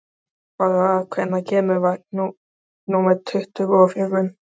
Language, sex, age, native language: Icelandic, male, 12, Icelandic